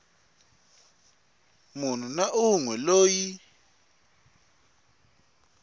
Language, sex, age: Tsonga, male, 22